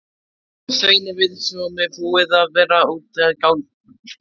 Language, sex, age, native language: Icelandic, male, 15, Icelandic